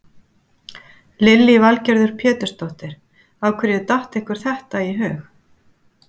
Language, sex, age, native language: Icelandic, female, 50-59, Icelandic